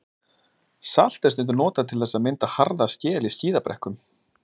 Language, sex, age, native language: Icelandic, male, 30-39, Icelandic